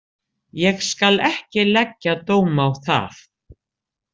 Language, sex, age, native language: Icelandic, female, 60-69, Icelandic